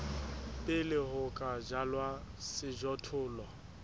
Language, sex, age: Southern Sotho, male, 20